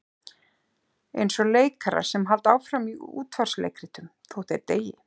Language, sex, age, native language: Icelandic, female, 50-59, Icelandic